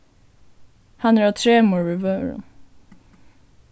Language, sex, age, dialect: Faroese, female, 15-35, Suðurstreymoy